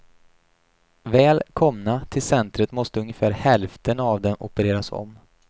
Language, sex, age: Swedish, male, 28